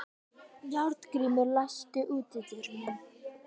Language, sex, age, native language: Icelandic, female, 12, Icelandic